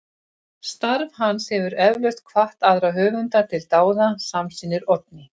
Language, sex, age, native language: Icelandic, female, 50-59, Icelandic